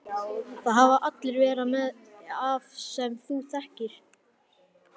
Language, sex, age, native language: Icelandic, male, 11, Icelandic